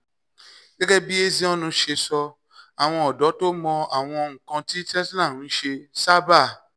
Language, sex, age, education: Yoruba, male, 30-45, tertiary